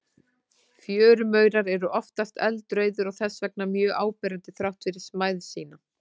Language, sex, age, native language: Icelandic, female, 40-49, Icelandic